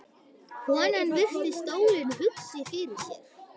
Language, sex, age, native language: Icelandic, female, 12, Icelandic